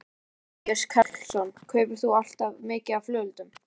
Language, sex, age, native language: Icelandic, male, 13, Icelandic